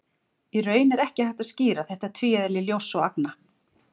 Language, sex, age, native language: Icelandic, female, 40-49, Icelandic